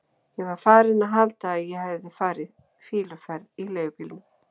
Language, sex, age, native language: Icelandic, female, 40-49, Icelandic